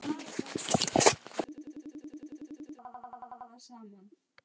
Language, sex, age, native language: Icelandic, male, 12, Icelandic